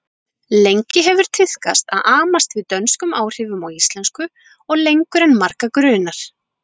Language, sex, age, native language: Icelandic, female, 40-49, Icelandic